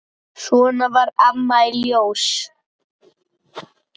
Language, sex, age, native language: Icelandic, male, 9, Icelandic